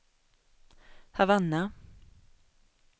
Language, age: Swedish, 21